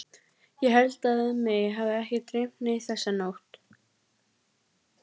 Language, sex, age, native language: Icelandic, female, 12, Icelandic